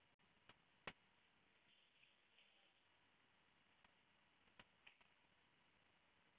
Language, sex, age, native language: Icelandic, female, 8, Icelandic